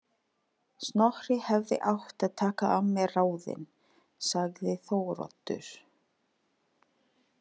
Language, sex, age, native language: Icelandic, female, 30-39, Filipino